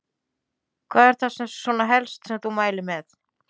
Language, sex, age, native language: Icelandic, female, 50-59, Icelandic